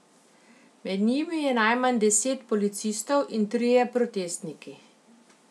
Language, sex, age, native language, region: Slovenian, female, 50-59, Slovenian, Central Slovenia